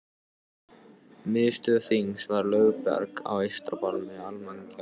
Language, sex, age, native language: Icelandic, male, 14, Icelandic